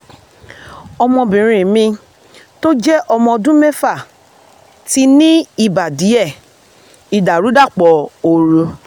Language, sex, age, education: Yoruba, female, 30-45, tertiary